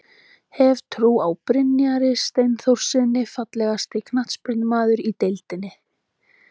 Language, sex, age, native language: Icelandic, female, 20-29, Icelandic